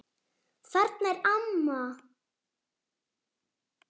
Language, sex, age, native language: Icelandic, female, 7, Icelandic